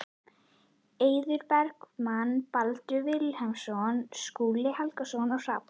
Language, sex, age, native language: Icelandic, female, 11, Icelandic